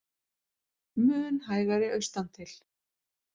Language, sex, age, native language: Icelandic, female, 40-49, Icelandic